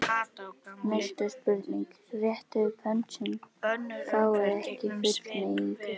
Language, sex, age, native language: Icelandic, female, 11, Icelandic